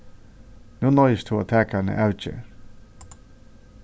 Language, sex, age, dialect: Faroese, male, 36-60, Suðurstreymoy